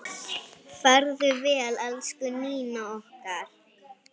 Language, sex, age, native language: Icelandic, female, 8, Icelandic